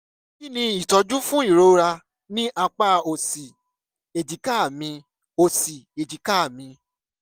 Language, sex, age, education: Yoruba, male, 15-29, secondary